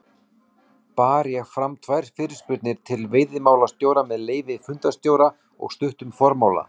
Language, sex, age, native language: Icelandic, male, 40-49, Icelandic